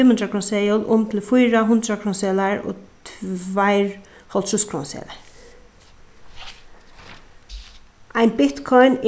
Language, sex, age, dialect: Faroese, female, 36-60, Suðuroy